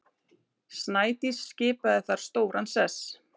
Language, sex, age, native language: Icelandic, male, 9, Icelandic